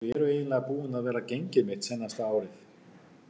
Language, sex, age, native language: Icelandic, male, 50-59, Icelandic